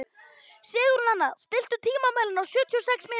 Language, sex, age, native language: Icelandic, male, 11, Icelandic